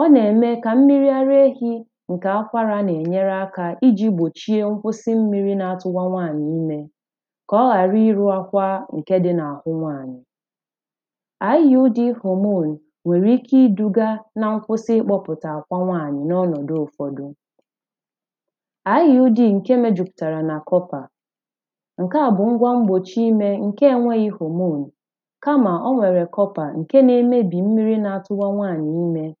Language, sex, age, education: Igbo, female, 15-29, tertiary